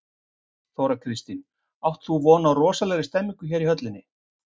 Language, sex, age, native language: Icelandic, male, 50-59, Icelandic